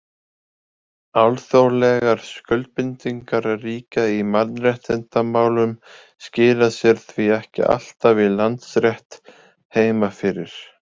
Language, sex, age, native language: Icelandic, male, 20-29, Icelandic